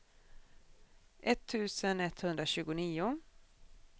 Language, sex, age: Swedish, female, 40